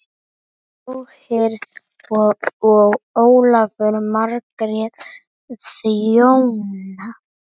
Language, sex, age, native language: Icelandic, male, 10, Icelandic